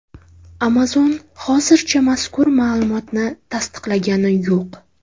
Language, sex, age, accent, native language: Uzbek, female, 18-24, Navoiy, Uzbek